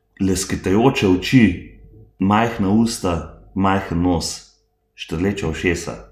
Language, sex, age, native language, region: Slovenian, male, 30-49, Slovenian, Gorenjska region